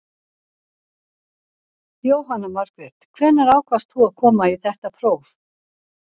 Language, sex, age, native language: Icelandic, female, 60-69, Icelandic